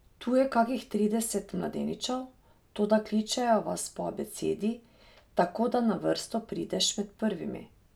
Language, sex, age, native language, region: Slovenian, female, 30-49, Slovenian, Drava region